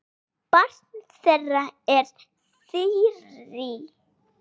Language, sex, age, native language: Icelandic, female, 8, Icelandic